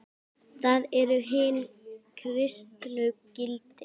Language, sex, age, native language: Icelandic, female, 10, Icelandic